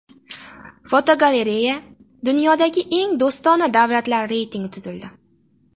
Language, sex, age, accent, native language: Uzbek, female, 18-24, Farg'ona, Uzbek